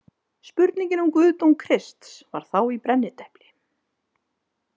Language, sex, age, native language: Icelandic, female, 30-39, Icelandic